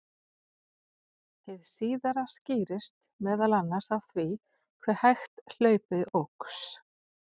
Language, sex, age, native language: Icelandic, female, 40-49, Icelandic